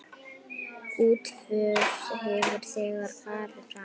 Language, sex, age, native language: Icelandic, female, 9, Icelandic